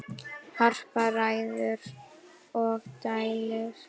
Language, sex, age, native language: Icelandic, female, 9, Icelandic